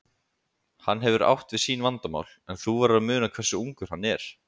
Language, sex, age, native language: Icelandic, male, 20-29, Icelandic